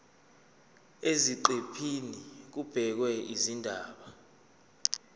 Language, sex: Zulu, male